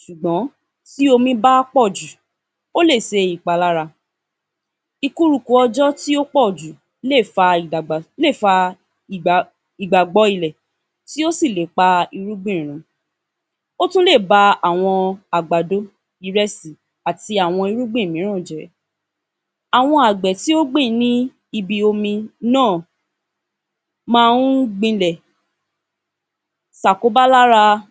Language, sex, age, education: Yoruba, female, 15-29, tertiary